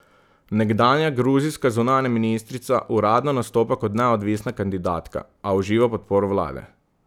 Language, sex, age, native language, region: Slovenian, male, 30-49, Slovenian, Southeast Slovenia